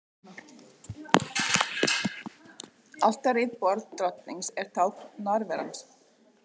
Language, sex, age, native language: Icelandic, male, 18-19, Icelandic